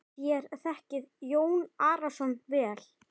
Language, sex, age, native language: Icelandic, female, 10, Icelandic